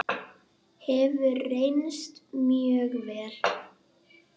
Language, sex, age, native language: Icelandic, female, 8, Icelandic